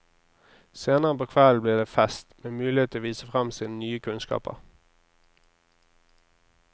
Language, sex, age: Norwegian, male, 26